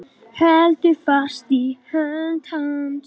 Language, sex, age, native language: Icelandic, male, 10, Icelandic